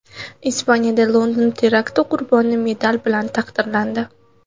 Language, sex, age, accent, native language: Uzbek, female, 18-24, Andijon, Uzbek